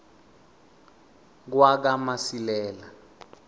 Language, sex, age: South Ndebele, male, 22